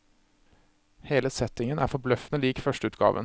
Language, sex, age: Norwegian, male, 26